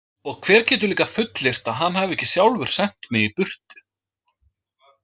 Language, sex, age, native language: Icelandic, male, 20-29, Icelandic